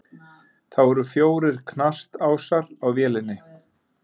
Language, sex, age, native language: Icelandic, male, 50-59, Icelandic